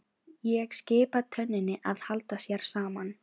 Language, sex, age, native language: Icelandic, female, 16, Filipino